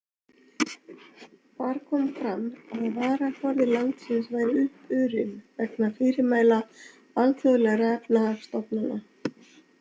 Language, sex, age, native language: Icelandic, female, 60-69, Icelandic